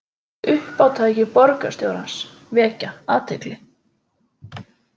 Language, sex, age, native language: Icelandic, female, 20-29, Icelandic